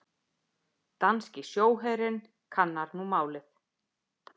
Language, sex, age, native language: Icelandic, female, 50-59, Icelandic